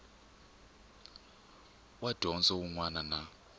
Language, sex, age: Tsonga, male, 24